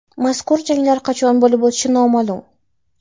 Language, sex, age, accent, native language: Uzbek, female, 18-24, Toshkent shahri, Uzbek